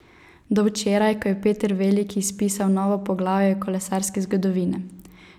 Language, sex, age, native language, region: Slovenian, female, 18-29, Slovenian, Savinja region